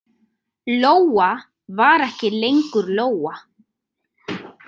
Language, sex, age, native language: Icelandic, female, 30-39, Icelandic